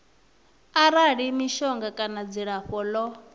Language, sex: Venda, female